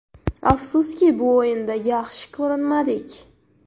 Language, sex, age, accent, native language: Uzbek, female, 18-24, Andijon, Uzbek